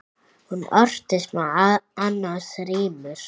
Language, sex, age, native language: Icelandic, female, 6, Icelandic